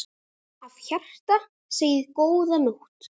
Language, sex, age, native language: Icelandic, male, 9, Icelandic